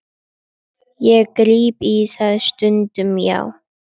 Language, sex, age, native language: Icelandic, female, 11, Icelandic